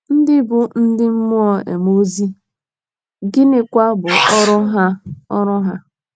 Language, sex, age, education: Igbo, female, 15-29, tertiary